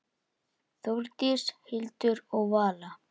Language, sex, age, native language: Icelandic, male, 8, Icelandic